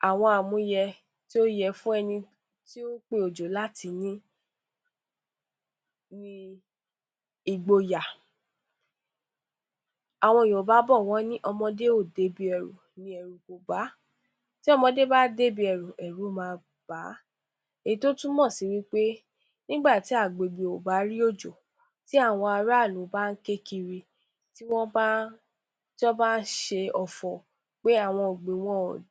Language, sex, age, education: Yoruba, female, 15-29, tertiary